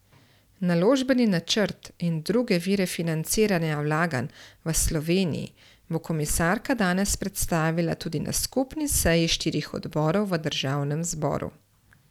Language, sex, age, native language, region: Slovenian, female, 30-49, Slovenian, Central Slovenia